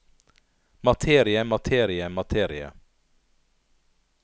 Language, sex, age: Norwegian, male, 39